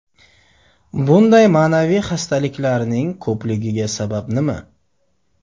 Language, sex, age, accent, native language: Uzbek, male, 25-34, Sirdaryo, Uzbek